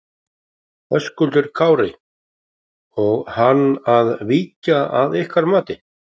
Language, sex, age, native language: Icelandic, male, 50-59, Icelandic